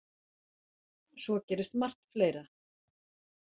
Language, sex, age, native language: Icelandic, female, 40-49, Icelandic